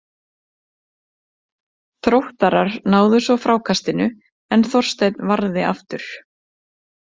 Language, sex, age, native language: Icelandic, female, 30-39, Icelandic